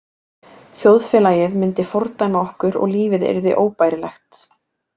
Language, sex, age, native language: Icelandic, female, 18-19, Icelandic